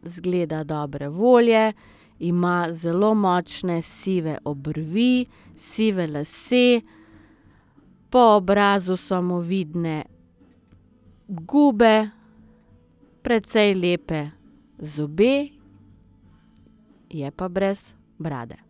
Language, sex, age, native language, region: Slovenian, female, 30-49, Slovenian, Southeast Slovenia